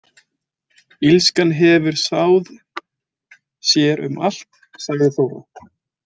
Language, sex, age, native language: Icelandic, male, 20-29, Icelandic